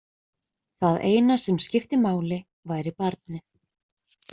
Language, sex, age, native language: Icelandic, female, 20-29, Icelandic